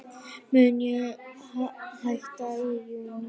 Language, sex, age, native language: Icelandic, female, 9, Icelandic